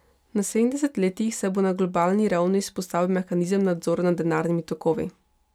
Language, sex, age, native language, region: Slovenian, female, 18-29, Slovenian, Pomurje region